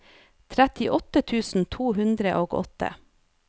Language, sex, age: Norwegian, female, 30